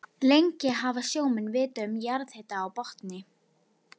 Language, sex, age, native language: Icelandic, female, 11, Icelandic